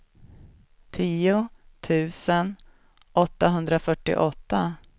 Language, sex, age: Swedish, female, 37